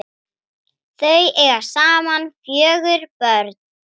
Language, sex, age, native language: Icelandic, female, 9, Icelandic